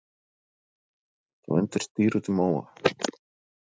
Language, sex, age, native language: Icelandic, male, 40-49, Icelandic